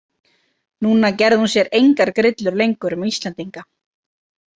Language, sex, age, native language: Icelandic, female, 30-39, Icelandic